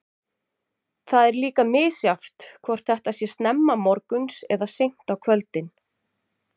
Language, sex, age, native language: Icelandic, female, 40-49, Icelandic